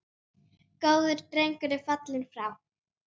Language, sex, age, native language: Icelandic, female, 9, Icelandic